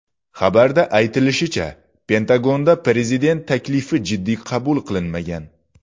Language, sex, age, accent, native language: Uzbek, male, 19-29, Xorazm, Uzbek